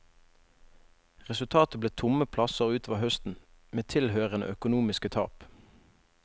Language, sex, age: Norwegian, male, 21